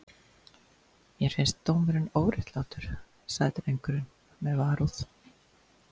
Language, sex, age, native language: Icelandic, female, 60-69, Icelandic